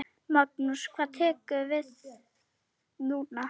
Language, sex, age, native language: Icelandic, female, 10, Icelandic